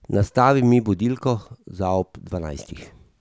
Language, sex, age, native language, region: Slovenian, male, 50-59, Slovenian, Drava region